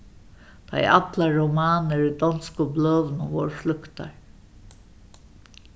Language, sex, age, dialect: Faroese, female, 61+, Suðuroy